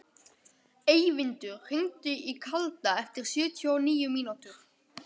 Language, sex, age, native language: Icelandic, male, 12, Icelandic